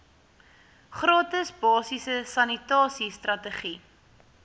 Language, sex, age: Afrikaans, female, 18